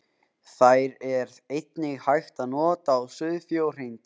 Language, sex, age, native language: Icelandic, male, 18-19, Icelandic